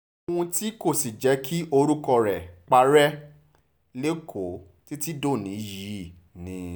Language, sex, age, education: Yoruba, male, 30-45, tertiary